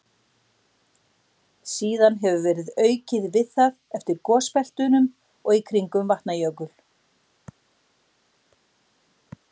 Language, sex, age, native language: Icelandic, female, 60-69, Icelandic